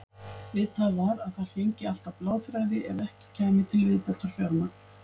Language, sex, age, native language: Icelandic, female, 50-59, Icelandic